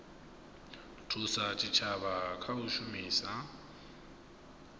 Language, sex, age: Venda, male, 22